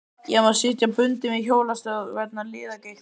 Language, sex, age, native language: Icelandic, male, 12, Icelandic